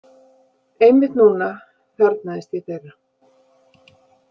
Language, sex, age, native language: Icelandic, female, 50-59, Icelandic